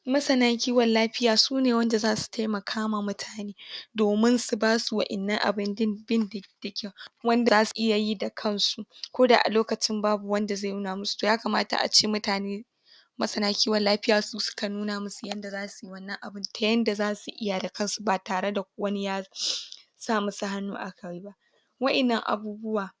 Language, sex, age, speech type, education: Hausa, female, 15-29, spontaneous, tertiary